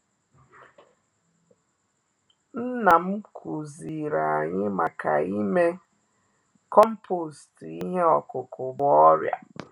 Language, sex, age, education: Igbo, female, 30-45, tertiary